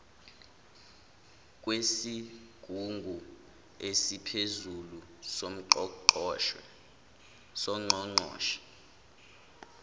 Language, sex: Zulu, male